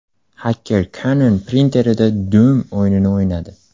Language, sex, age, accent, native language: Uzbek, male, 18-24, Andijon, Uzbek